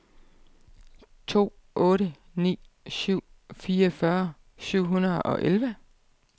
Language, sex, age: Danish, female, 32